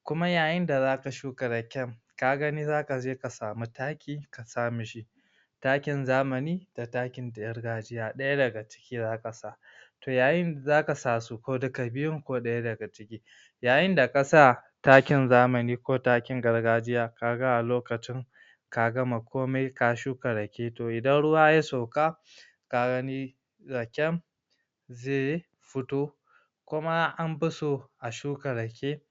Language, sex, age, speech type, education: Hausa, male, 46-60, spontaneous, tertiary